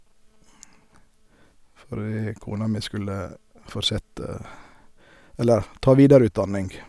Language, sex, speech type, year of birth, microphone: Norwegian, male, spontaneous, 1971, Sennheiser